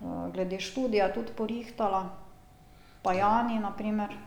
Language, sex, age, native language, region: Slovenian, female, 50-59, Slovenian, Drava region